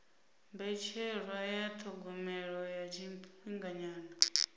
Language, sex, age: Venda, female, 26